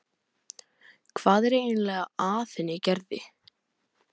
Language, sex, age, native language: Icelandic, male, 12, Icelandic